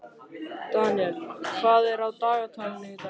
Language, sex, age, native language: Icelandic, male, 13, Icelandic